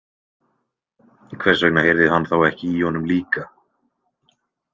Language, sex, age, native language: Icelandic, male, 20-29, Icelandic